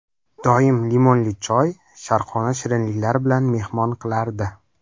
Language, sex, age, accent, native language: Uzbek, male, under 19, Farg'ona, Uzbek